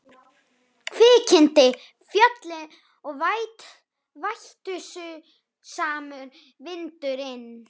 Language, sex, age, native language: Icelandic, male, 11, Icelandic